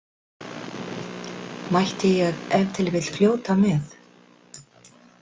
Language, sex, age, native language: Icelandic, female, 60-69, Icelandic